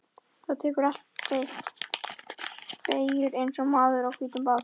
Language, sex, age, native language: Icelandic, female, 13, Icelandic